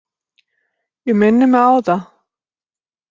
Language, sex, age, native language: Icelandic, female, 60-69, Icelandic